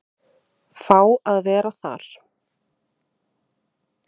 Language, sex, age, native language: Icelandic, female, 30-39, Icelandic